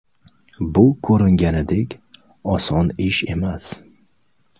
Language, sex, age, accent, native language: Uzbek, male, 35+, Toshkent shahri, Uzbek